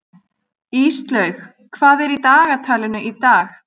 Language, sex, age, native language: Icelandic, female, 40-49, Icelandic